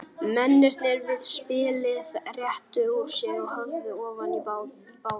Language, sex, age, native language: Icelandic, male, 18-19, Icelandic